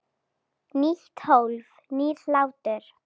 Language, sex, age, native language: Icelandic, female, 9, Icelandic